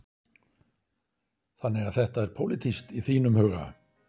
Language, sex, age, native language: Icelandic, male, 60-69, Icelandic